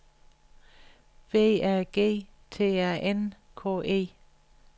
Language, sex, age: Danish, female, 61